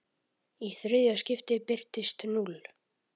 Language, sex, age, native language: Icelandic, male, 10, Icelandic